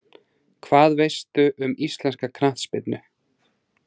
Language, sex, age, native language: Icelandic, male, 30-39, Icelandic